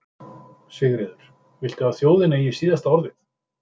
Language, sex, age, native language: Icelandic, male, 50-59, Icelandic